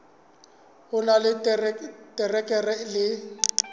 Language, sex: Southern Sotho, male